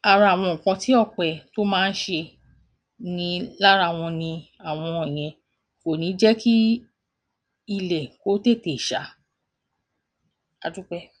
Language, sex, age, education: Yoruba, female, 46-60, tertiary